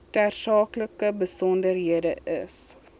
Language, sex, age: Afrikaans, female, 21